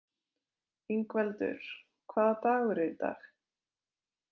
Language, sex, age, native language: Icelandic, female, 20-29, Icelandic